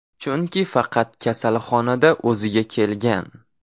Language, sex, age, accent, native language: Uzbek, male, 18-24, Farg'ona, Uzbek